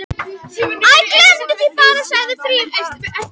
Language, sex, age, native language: Icelandic, female, 11, Icelandic